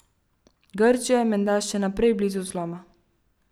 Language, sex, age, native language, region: Slovenian, female, 12-17, Slovenian, Central Slovenia